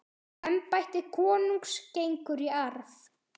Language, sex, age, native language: Icelandic, male, 10, Icelandic